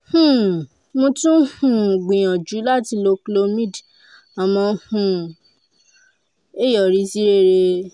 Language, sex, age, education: Yoruba, female, 15-29, tertiary